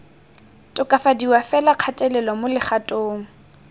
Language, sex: Tswana, female